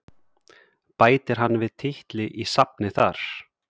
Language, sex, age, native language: Icelandic, male, 30-39, Icelandic